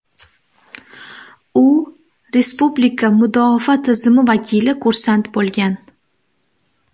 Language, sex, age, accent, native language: Uzbek, female, 18-24, Namangan, Uzbek